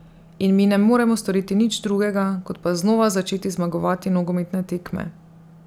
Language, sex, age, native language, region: Slovenian, female, 30-49, Slovenian, Drava region